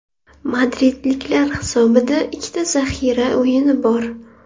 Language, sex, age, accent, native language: Uzbek, female, 18-24, Navoiy, Uzbek